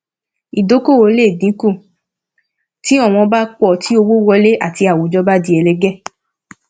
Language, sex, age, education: Yoruba, female, 15-29, tertiary